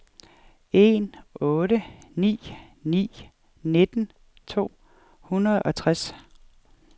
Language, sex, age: Danish, female, 47